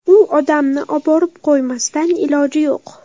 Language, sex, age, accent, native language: Uzbek, female, under 19, Toshkent shahri, Uzbek